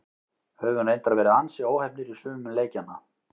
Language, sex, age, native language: Icelandic, male, 18-19, Icelandic